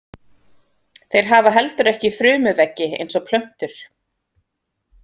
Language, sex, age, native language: Icelandic, female, 40-49, Icelandic